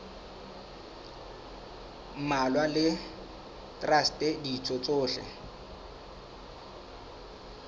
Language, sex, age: Southern Sotho, male, 23